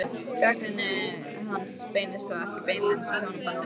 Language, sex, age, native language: Icelandic, female, 15, Icelandic